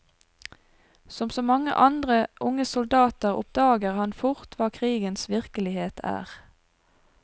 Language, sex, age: Norwegian, female, 42